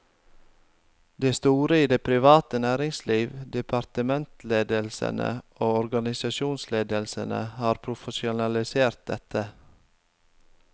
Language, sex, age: Norwegian, male, 25